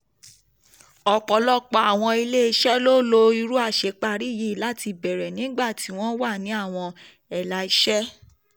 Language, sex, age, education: Yoruba, female, 15-29, tertiary